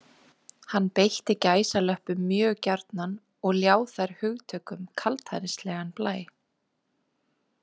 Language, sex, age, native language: Icelandic, female, 20-29, Icelandic